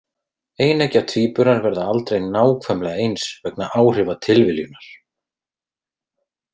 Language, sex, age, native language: Icelandic, male, 30-39, Icelandic